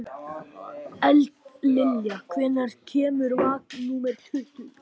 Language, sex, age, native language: Icelandic, male, 13, Icelandic